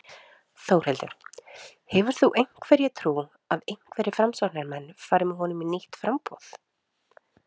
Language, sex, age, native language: Icelandic, female, 30-39, Icelandic